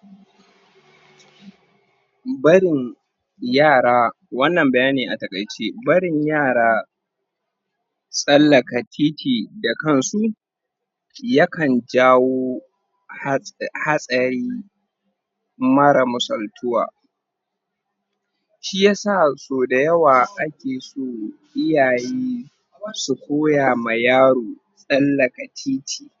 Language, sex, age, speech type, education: Hausa, male, 30-45, spontaneous, tertiary